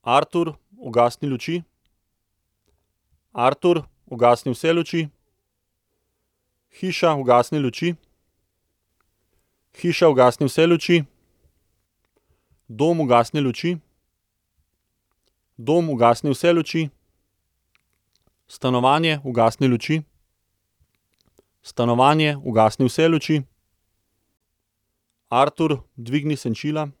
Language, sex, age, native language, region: Slovenian, male, 30-49, Slovenian, Central Slovenia